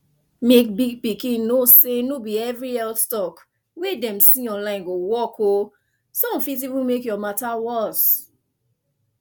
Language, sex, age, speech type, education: Nigerian Pidgin, female, 15-29, spontaneous, tertiary